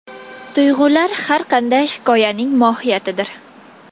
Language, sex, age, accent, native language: Uzbek, female, 19-29, Toshkent viloyati, Kazakh